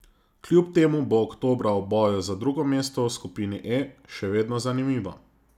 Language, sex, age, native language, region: Slovenian, male, 30-49, Slovenian, Zasavska region